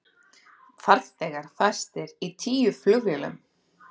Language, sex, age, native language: Icelandic, female, 30-39, Icelandic